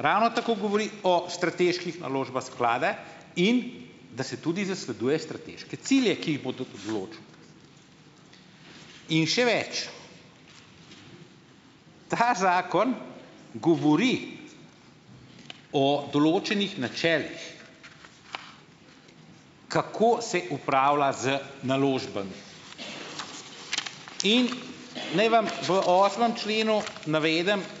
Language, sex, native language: Slovenian, male, Slovenian